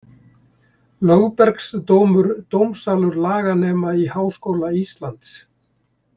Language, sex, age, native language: Icelandic, male, 70-79, Icelandic